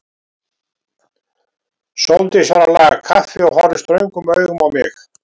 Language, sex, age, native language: Icelandic, male, 70-79, Icelandic